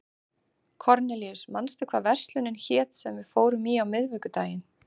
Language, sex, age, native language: Icelandic, female, 30-39, Icelandic